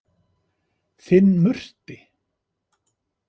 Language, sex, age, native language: Icelandic, male, 50-59, Icelandic